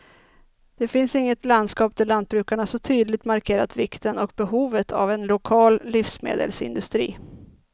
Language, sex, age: Swedish, female, 30